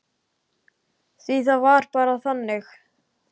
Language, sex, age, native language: Icelandic, male, 10, Icelandic